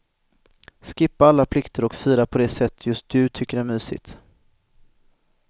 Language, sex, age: Swedish, male, 25